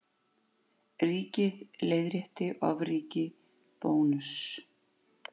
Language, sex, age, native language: Icelandic, female, 50-59, Icelandic